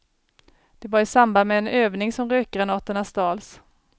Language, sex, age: Swedish, female, 40